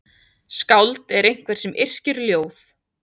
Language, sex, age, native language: Icelandic, female, 40-49, Icelandic